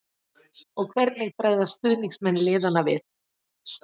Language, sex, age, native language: Icelandic, female, 40-49, Icelandic